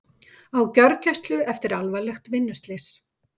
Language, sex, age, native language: Icelandic, female, 50-59, Icelandic